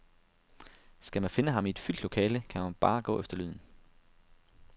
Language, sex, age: Danish, male, 32